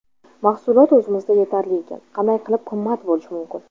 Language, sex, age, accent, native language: Uzbek, female, under 19, Buxoro, Tajik